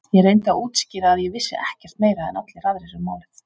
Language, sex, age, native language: Icelandic, female, 40-49, Icelandic